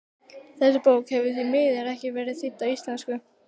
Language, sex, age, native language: Icelandic, female, 12, Icelandic